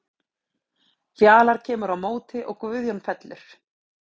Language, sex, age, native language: Icelandic, female, 30-39, Icelandic